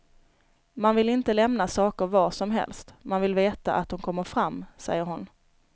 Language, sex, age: Swedish, female, 29